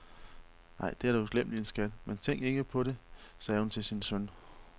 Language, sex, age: Danish, male, 31